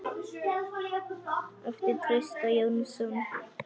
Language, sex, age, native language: Icelandic, male, 10, Icelandic